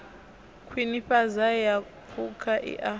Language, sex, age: Venda, female, 21